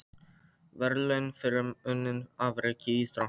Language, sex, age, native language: Icelandic, male, 13, Polish